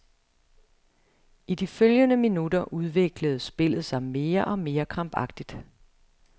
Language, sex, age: Danish, female, 35